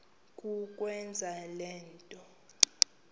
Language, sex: Xhosa, female